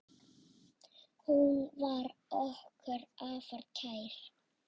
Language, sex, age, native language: Icelandic, female, 6, Icelandic